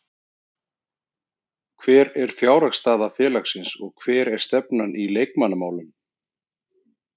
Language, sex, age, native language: Icelandic, male, 30-39, Icelandic